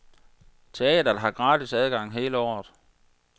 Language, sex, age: Danish, male, 46